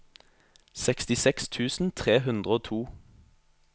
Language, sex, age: Norwegian, male, 22